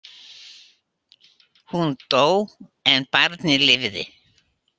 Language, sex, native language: Icelandic, female, Icelandic